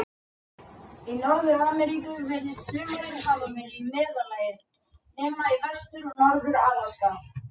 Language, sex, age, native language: Icelandic, female, 50-59, Icelandic